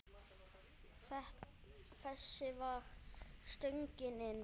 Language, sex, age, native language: Icelandic, male, 10, Icelandic